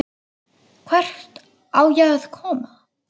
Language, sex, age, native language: Icelandic, female, 8, Icelandic